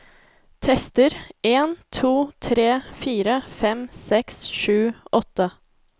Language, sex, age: Norwegian, female, 24